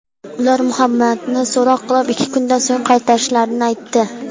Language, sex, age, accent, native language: Uzbek, female, under 19, Sirdaryo, Uzbek